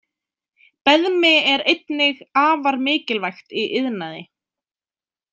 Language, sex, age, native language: Icelandic, female, 20-29, Icelandic